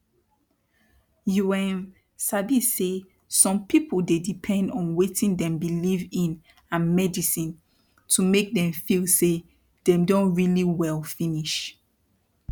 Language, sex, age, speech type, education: Nigerian Pidgin, female, 15-29, spontaneous, tertiary